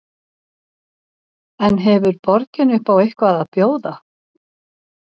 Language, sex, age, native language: Icelandic, female, 60-69, Icelandic